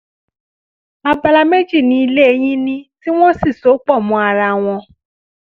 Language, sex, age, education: Yoruba, female, 15-29, tertiary